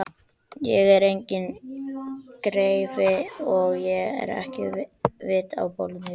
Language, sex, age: Icelandic, male, 12